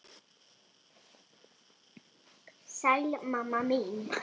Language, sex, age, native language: Icelandic, female, 6, Icelandic